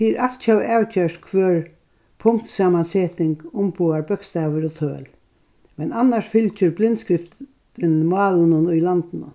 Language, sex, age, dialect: Faroese, female, 61+, Norðurstreymoy/Eysturoy